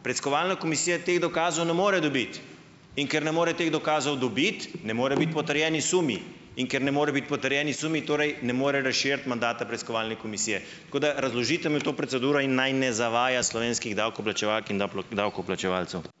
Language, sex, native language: Slovenian, male, Slovenian